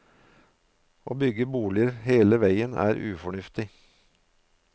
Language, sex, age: Norwegian, male, 53